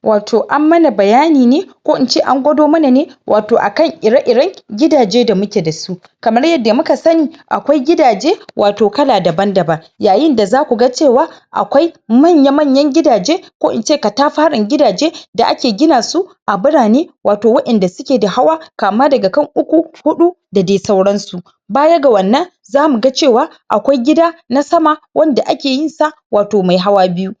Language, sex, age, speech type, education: Hausa, male, 15-29, spontaneous, secondary